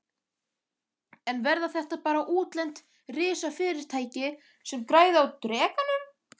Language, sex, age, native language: Icelandic, male, 11, Icelandic